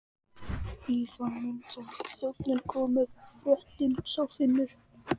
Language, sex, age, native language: Icelandic, male, 14, Icelandic